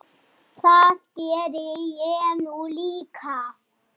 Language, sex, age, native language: Icelandic, male, 6, Icelandic